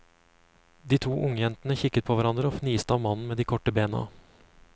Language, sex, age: Norwegian, male, 35